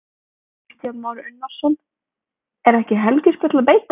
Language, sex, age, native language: Icelandic, female, 20-29, Icelandic